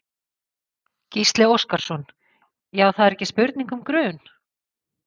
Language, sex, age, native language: Icelandic, female, 50-59, Icelandic